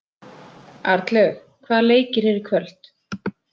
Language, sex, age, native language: Icelandic, female, 30-39, Icelandic